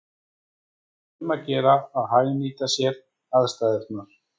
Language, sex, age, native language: Icelandic, female, 14, Icelandic